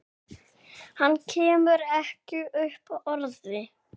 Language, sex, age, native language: Icelandic, male, 6, Icelandic